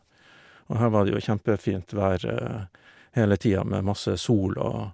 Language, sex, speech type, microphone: Norwegian, male, spontaneous, Shure